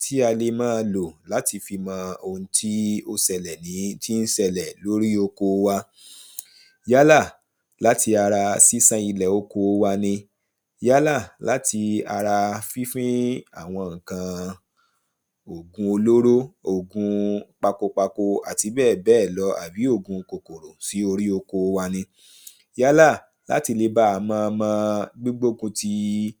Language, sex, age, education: Yoruba, male, 30-45, primary